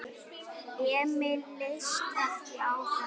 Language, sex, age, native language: Icelandic, male, 10, Icelandic